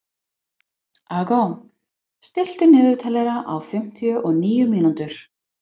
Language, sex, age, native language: Icelandic, female, 20-29, English